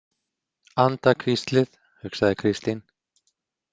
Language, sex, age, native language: Icelandic, male, 40-49, Icelandic